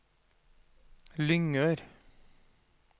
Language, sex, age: Norwegian, male, 40